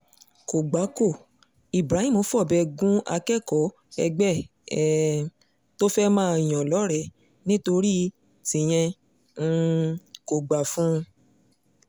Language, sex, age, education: Yoruba, female, 15-29, secondary